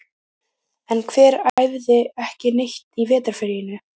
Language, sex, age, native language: Icelandic, female, 15, Icelandic